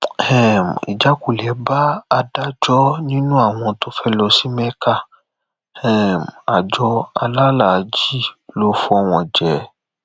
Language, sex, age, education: Yoruba, male, 15-29, tertiary